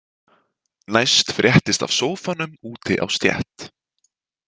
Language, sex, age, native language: Icelandic, male, 20-29, Icelandic